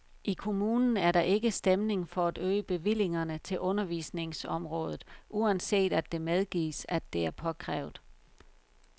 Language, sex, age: Danish, female, 51